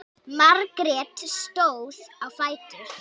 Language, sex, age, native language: Icelandic, female, 8, Icelandic